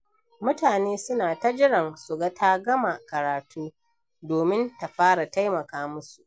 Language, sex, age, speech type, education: Hausa, female, 60+, read, primary